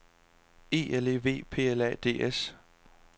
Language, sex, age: Danish, male, 26